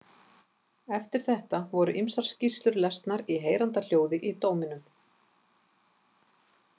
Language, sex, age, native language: Icelandic, female, 50-59, Icelandic